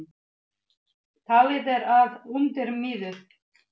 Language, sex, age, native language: Icelandic, female, 8, Icelandic